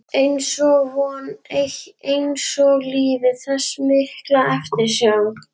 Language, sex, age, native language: Icelandic, female, 11, Icelandic